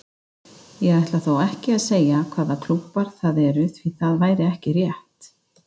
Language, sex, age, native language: Icelandic, female, 50-59, Icelandic